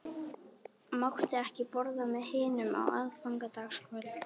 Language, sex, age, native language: Icelandic, female, 13, Icelandic